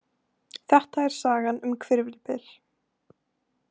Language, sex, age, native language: Icelandic, female, 18-19, Icelandic